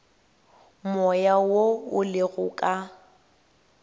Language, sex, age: Northern Sotho, female, 18